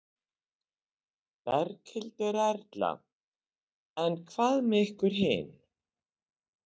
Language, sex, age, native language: Icelandic, female, 60-69, Icelandic